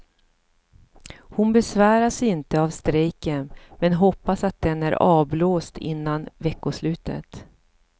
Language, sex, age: Swedish, female, 54